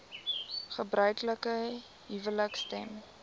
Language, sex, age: Afrikaans, female, 19